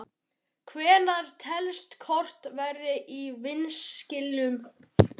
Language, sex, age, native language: Icelandic, male, 12, Icelandic